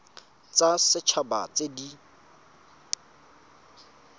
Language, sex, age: Tswana, male, 25